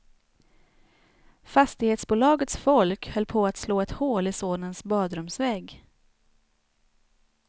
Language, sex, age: Swedish, female, 29